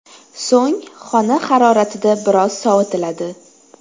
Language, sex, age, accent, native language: Uzbek, female, 19-29, Toshkent shahri, Uzbek